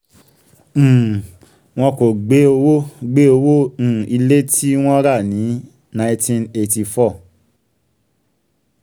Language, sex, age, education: Yoruba, male, 15-29, secondary